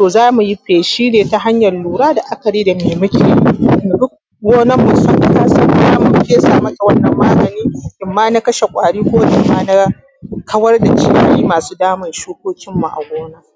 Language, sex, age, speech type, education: Hausa, female, 30-45, spontaneous, primary